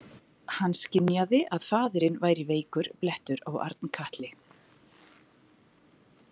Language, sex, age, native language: Icelandic, female, 40-49, Icelandic